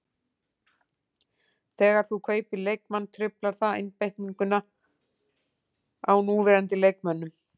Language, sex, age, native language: Icelandic, female, 40-49, Icelandic